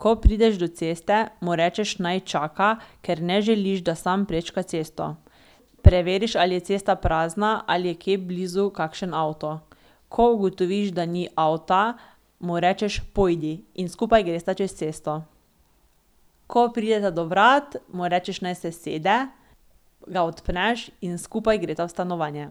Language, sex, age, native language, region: Slovenian, female, 18-29, Slovenian, Drava region